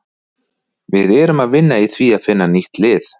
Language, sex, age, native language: Icelandic, male, 40-49, Icelandic